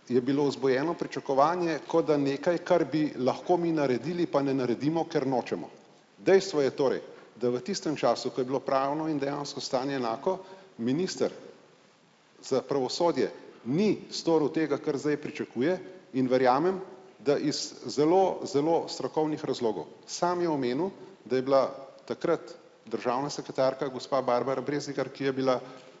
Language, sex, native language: Slovenian, male, Slovenian